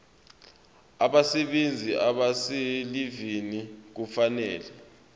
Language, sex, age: Zulu, male, 22